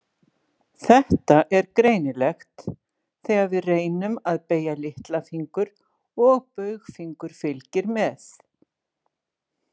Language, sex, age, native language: Icelandic, female, 60-69, Icelandic